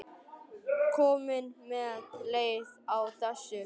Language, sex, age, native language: Icelandic, male, 12, Icelandic